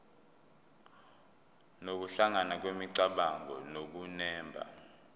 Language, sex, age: Zulu, male, 22